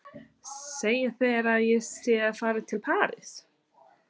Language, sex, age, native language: Icelandic, female, 30-39, English